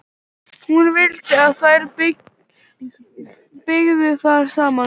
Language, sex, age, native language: Icelandic, female, 11, Icelandic